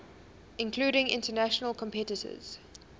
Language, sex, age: English, female, 20